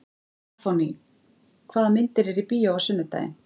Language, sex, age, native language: Icelandic, female, 40-49, Icelandic